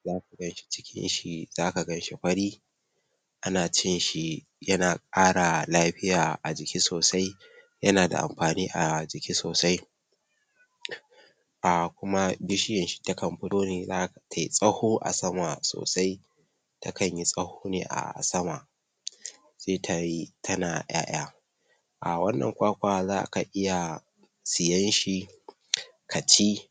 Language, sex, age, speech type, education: Hausa, male, 15-29, spontaneous, tertiary